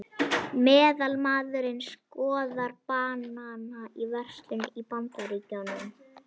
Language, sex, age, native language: Icelandic, female, 21, Icelandic